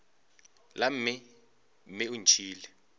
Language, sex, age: Northern Sotho, male, 25